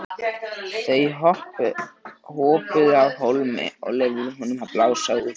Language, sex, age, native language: Icelandic, male, 13, Icelandic